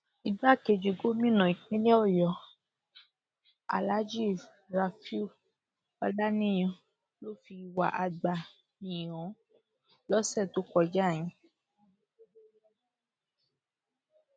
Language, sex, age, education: Yoruba, female, 46-60, secondary